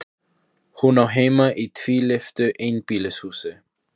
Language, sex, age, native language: Icelandic, male, 15, Icelandic